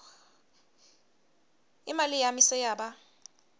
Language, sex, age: Swati, female, 22